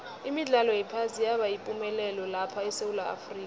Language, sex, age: South Ndebele, female, 22